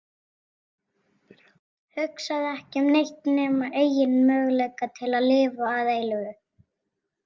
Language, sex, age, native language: Icelandic, female, 18-19, Icelandic